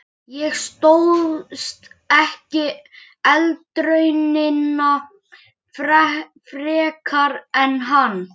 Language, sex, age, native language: Icelandic, male, 11, Icelandic